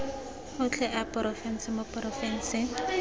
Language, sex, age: Tswana, female, 19